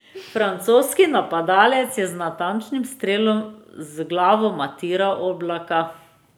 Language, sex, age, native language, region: Slovenian, female, 30-49, Slovenian, Drava region